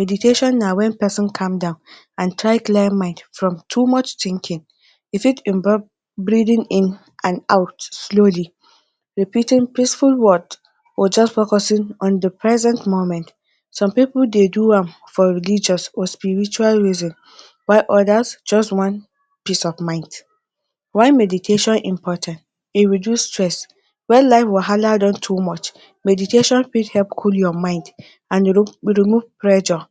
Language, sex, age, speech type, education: Nigerian Pidgin, female, 15-29, spontaneous, tertiary